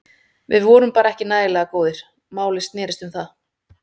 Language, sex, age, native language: Icelandic, female, 30-39, Icelandic